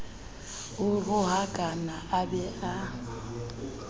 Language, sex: Southern Sotho, female